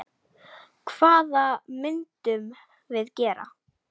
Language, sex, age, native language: Icelandic, female, 10, Icelandic